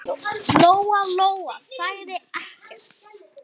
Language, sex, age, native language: Icelandic, female, 8, Icelandic